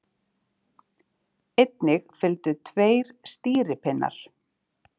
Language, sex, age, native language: Icelandic, female, 30-39, Icelandic